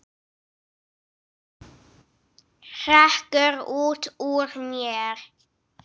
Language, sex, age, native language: Icelandic, female, 8, English